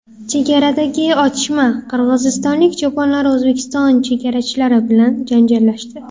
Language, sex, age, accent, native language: Uzbek, female, 18-24, Namangan, Uzbek